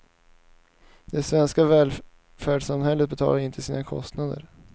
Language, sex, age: Swedish, male, 19